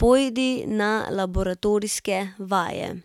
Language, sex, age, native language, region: Slovenian, female, 18-29, Slovenian, Central Slovenia